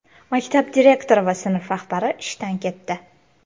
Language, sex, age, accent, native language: Uzbek, female, 25-34, Toshkent shahri, Uzbek